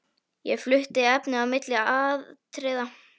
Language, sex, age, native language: Icelandic, female, 11, Icelandic